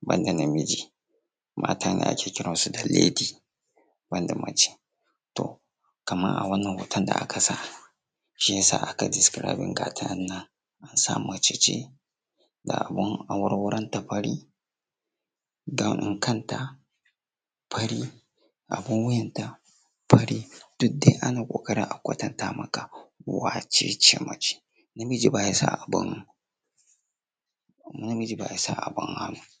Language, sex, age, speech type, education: Hausa, male, 15-29, spontaneous, secondary